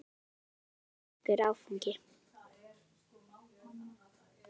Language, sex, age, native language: Icelandic, female, 10, Icelandic